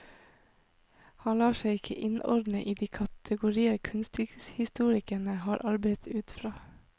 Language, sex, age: Norwegian, female, 26